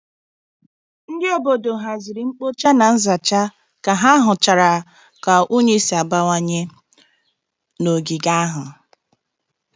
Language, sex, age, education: Igbo, female, 30-45, tertiary